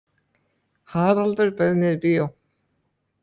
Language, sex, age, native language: Icelandic, male, 18-19, Icelandic